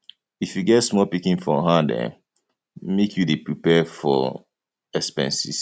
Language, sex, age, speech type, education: Nigerian Pidgin, male, 15-29, spontaneous, tertiary